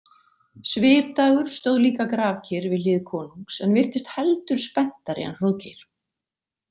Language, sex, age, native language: Icelandic, female, 40-49, Icelandic